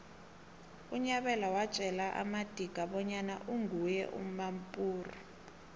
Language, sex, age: South Ndebele, female, 18